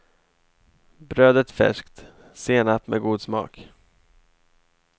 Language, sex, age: Swedish, male, 28